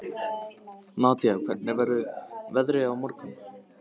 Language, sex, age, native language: Icelandic, male, 15, Icelandic